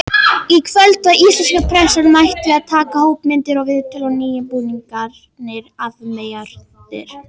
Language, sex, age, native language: Icelandic, female, 18-19, Icelandic